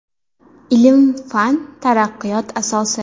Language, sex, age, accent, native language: Uzbek, female, 18-24, Farg'ona, Uzbek